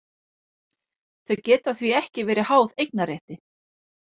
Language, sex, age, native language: Icelandic, female, 30-39, Icelandic